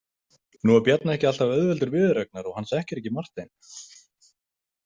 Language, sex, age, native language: Icelandic, male, 20-29, Icelandic